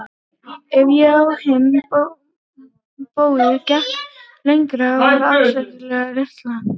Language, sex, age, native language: Icelandic, female, 18-19, Icelandic